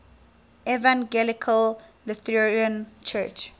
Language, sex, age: English, female, 19